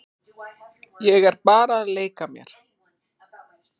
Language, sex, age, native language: Icelandic, female, 40-49, Icelandic